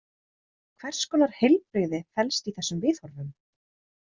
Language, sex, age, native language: Icelandic, female, 30-39, Icelandic